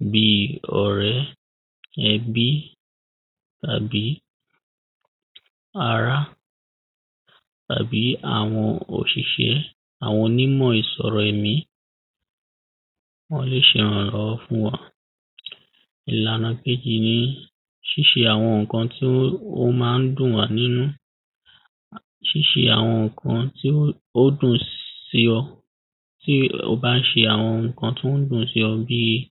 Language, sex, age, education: Yoruba, male, 15-29, primary